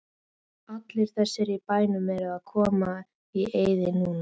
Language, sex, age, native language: Icelandic, female, 13, Icelandic